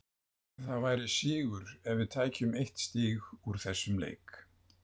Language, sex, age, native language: Icelandic, male, 70-79, Icelandic